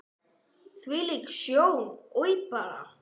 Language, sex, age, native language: Icelandic, female, 9, Icelandic